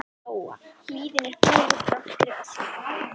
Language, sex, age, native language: Icelandic, female, 11, Icelandic